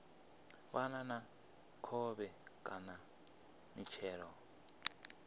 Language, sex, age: Venda, male, 25